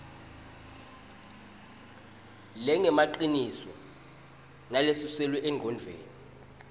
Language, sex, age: Swati, male, 20